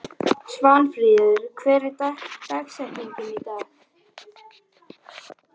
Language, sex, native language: Icelandic, male, Icelandic